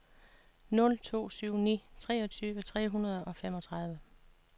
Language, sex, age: Danish, female, 56